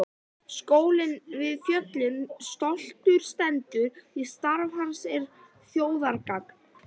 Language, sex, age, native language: Icelandic, female, 11, Icelandic